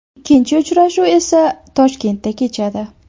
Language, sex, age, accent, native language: Uzbek, female, 18-24, Toshkent shahri, Uzbek